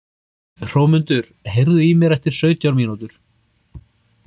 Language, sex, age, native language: Icelandic, male, 30-39, Icelandic